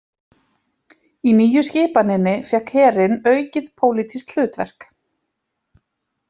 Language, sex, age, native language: Icelandic, female, 30-39, Icelandic